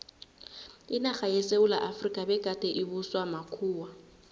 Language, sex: South Ndebele, female